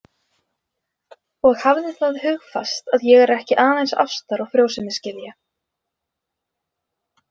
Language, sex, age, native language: Icelandic, female, 20-29, Icelandic